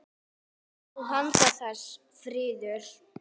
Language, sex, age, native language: Icelandic, female, 8, Icelandic